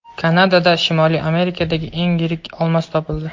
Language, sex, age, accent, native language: Uzbek, male, 18-24, Toshkent viloyati, Uzbek